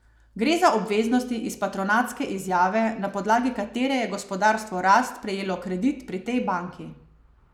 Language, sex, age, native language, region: Slovenian, female, 30-49, Slovenian, Savinja region